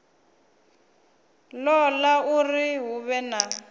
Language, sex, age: Venda, female, 24